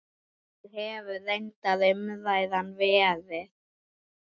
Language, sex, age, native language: Icelandic, male, 8, Icelandic